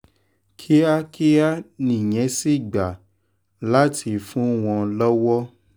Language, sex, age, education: Yoruba, male, 15-29, tertiary